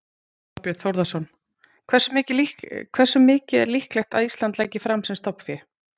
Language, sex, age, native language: Icelandic, female, 40-49, Icelandic